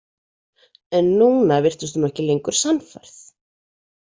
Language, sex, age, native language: Icelandic, female, 40-49, Icelandic